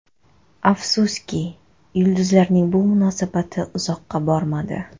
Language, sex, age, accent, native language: Uzbek, female, 25-34, Navoiy, Kazakh